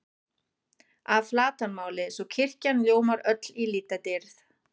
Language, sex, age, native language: Icelandic, female, 40-49, German